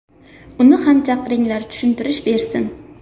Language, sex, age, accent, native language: Uzbek, female, under 19, Namangan, Uzbek